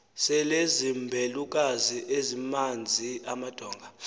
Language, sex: Xhosa, male